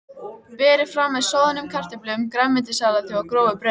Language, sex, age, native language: Icelandic, female, 14, Icelandic